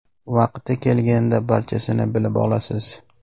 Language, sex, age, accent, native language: Uzbek, male, 19-29, Namangan, Uzbek